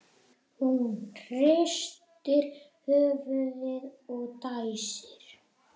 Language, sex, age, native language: Icelandic, male, 8, Icelandic